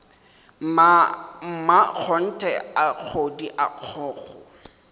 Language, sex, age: Northern Sotho, male, 18